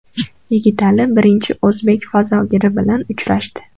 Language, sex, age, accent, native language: Uzbek, female, 12-17, Farg'ona, Uzbek